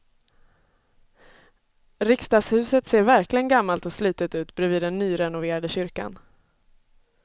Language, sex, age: Swedish, female, 24